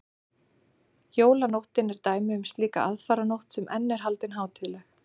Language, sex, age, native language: Icelandic, female, 30-39, Icelandic